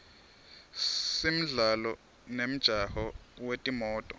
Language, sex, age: Swati, male, 23